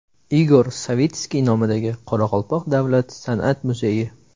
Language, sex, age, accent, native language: Uzbek, male, 18-24, Samarqand, Uzbek